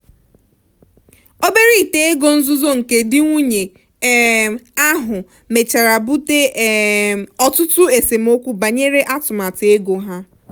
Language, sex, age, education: Igbo, female, 15-29, tertiary